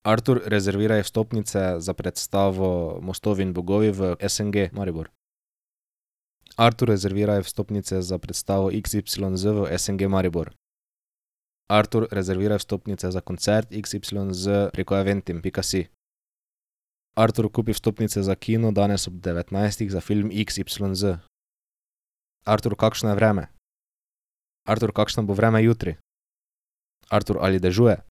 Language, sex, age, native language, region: Slovenian, male, 18-29, Slovenian, Drava region